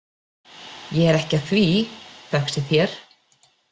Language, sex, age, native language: Icelandic, female, 40-49, Icelandic